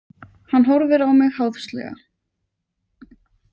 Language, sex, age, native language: Icelandic, female, 20-29, Icelandic